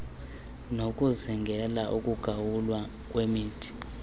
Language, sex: Xhosa, male